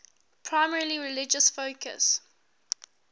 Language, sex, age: English, female, 18